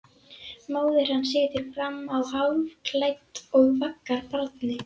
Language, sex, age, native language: Icelandic, female, 11, Icelandic